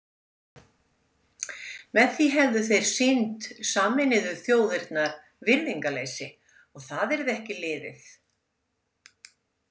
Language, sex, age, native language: Icelandic, female, 70-79, Icelandic